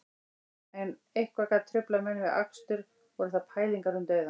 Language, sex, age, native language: Icelandic, female, 18-19, Icelandic